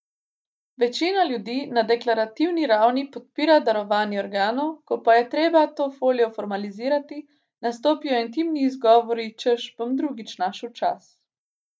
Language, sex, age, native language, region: Slovenian, female, 18-29, Slovenian, Gorica region